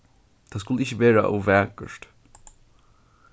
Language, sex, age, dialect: Faroese, male, 15-35, Suðurstreymoy